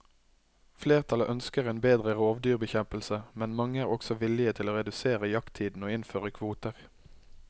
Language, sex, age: Norwegian, male, 21